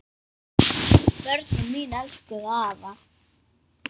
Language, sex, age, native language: Icelandic, female, 10, Icelandic